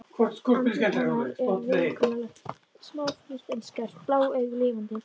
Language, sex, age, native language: Icelandic, female, 13, Icelandic